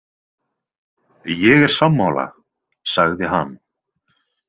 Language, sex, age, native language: Icelandic, male, 20-29, Icelandic